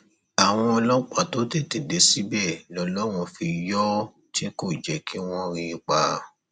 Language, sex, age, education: Yoruba, male, 30-45, tertiary